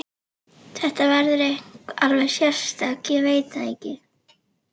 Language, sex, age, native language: Icelandic, female, 11, Icelandic